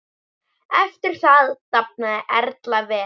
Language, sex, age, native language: Icelandic, male, 10, Icelandic